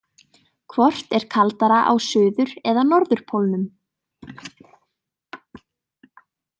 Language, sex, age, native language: Icelandic, female, 18-19, Icelandic